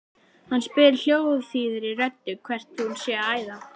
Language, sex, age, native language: Icelandic, female, 11, Icelandic